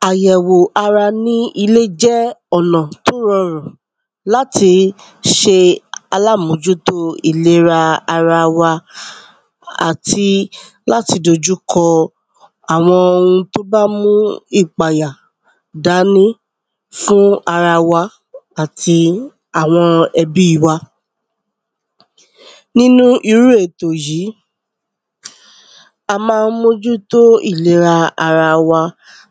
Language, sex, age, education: Yoruba, female, 30-45, tertiary